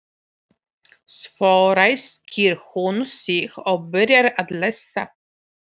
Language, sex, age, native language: Icelandic, female, 40-49, Polish